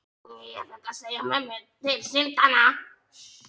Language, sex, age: Icelandic, other, 18-19